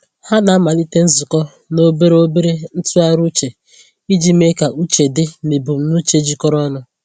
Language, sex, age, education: Igbo, female, 15-29, tertiary